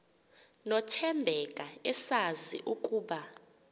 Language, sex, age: Xhosa, female, 28